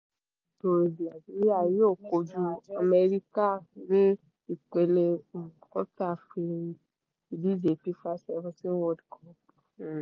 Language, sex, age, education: Yoruba, female, 15-29, secondary